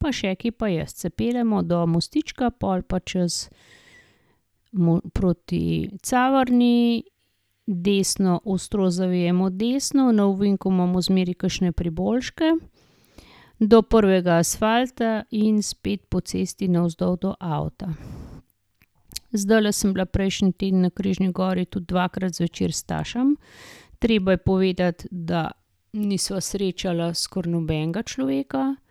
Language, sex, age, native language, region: Slovenian, female, 50-59, Slovenian, Gorenjska region